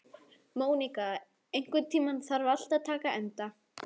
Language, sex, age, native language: Icelandic, female, 11, Icelandic